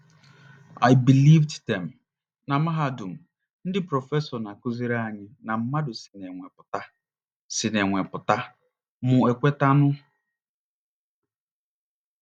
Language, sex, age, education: Igbo, male, 30-45, tertiary